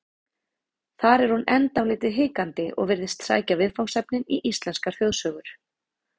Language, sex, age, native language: Icelandic, female, 30-39, Icelandic